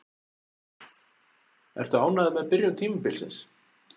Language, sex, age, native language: Icelandic, male, 40-49, Icelandic